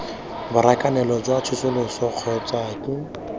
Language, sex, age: Tswana, male, 21